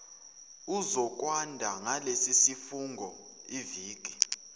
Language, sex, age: Zulu, male, 21